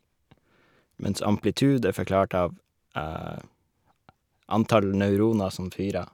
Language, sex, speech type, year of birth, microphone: Norwegian, male, spontaneous, 1981, Shure